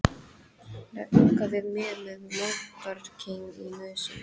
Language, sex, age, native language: Icelandic, female, 13, English